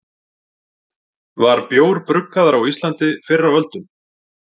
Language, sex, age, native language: Icelandic, male, 40-49, Icelandic